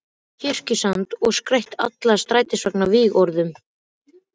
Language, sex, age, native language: Icelandic, male, 12, Icelandic